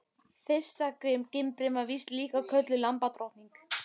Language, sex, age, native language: Icelandic, female, 15, Icelandic